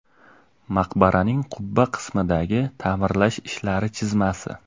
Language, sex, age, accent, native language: Uzbek, male, 18-24, Namangan, Uzbek